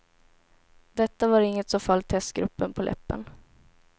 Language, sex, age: Swedish, female, 17